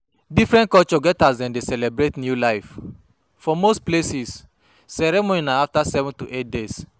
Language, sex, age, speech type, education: Nigerian Pidgin, male, 30-45, spontaneous, tertiary